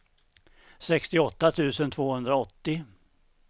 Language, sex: Swedish, male